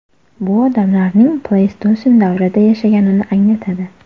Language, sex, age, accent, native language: Uzbek, female, 18-24, Toshkent shahri, Uzbek